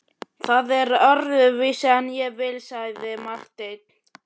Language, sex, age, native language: Icelandic, male, 11, Icelandic